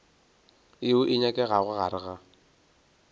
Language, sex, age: Northern Sotho, male, 22